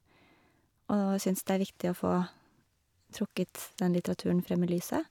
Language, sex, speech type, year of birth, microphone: Norwegian, female, spontaneous, 1982, Shure